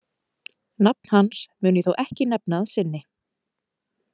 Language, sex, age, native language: Icelandic, female, 30-39, Icelandic